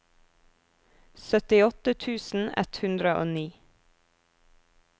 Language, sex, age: Norwegian, female, 24